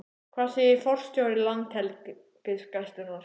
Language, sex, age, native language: Icelandic, male, 11, Icelandic